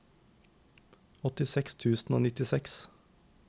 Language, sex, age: Norwegian, male, 19